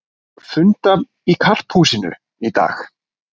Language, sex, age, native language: Icelandic, male, 20-29, Icelandic